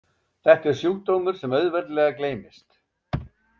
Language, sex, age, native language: Icelandic, male, 70-79, Icelandic